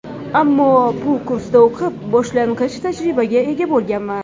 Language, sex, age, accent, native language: Uzbek, female, 18-24, Toshkent shahri, Uzbek